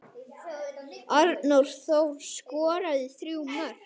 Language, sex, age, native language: Icelandic, male, 9, Icelandic